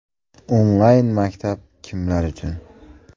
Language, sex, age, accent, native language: Uzbek, male, 25-34, Andijon, Uzbek